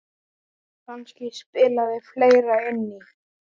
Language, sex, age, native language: Icelandic, male, 10, Icelandic